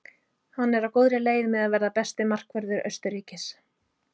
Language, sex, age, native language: Icelandic, female, 30-39, Icelandic